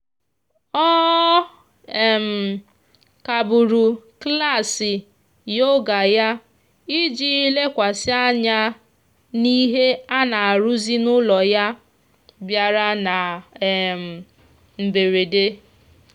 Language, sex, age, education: Igbo, female, 15-29, tertiary